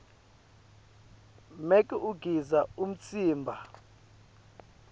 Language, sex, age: Swati, male, 22